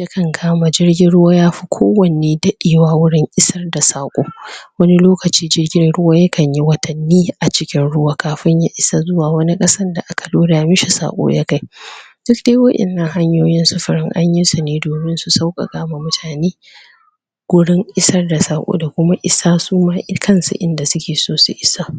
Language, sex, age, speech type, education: Hausa, female, 30-45, spontaneous, tertiary